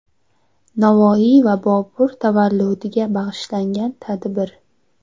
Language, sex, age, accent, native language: Uzbek, female, 18-24, Xorazm, Uzbek